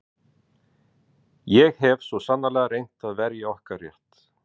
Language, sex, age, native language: Icelandic, male, 40-49, Icelandic